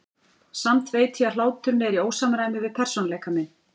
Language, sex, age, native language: Icelandic, female, 40-49, Icelandic